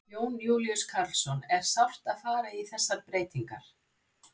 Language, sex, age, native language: Icelandic, female, 60-69, Icelandic